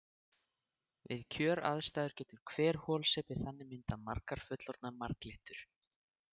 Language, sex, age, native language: Icelandic, male, 18-19, Icelandic